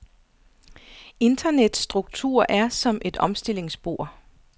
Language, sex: Danish, female